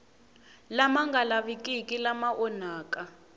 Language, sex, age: Tsonga, female, 18